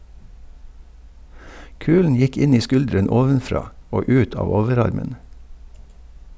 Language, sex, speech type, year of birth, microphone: Norwegian, male, read, 1952, Sennheiser